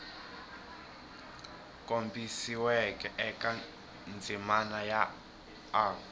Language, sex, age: Tsonga, male, 21